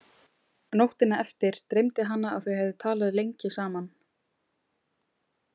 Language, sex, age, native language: Icelandic, female, 20-29, Icelandic